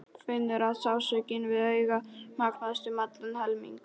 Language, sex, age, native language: Icelandic, male, 12, Polish